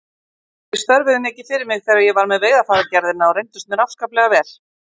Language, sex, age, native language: Icelandic, female, 50-59, Icelandic